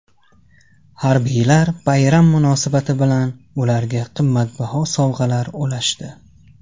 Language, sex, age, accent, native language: Uzbek, male, 18-24, Qashqadaryo, Tajik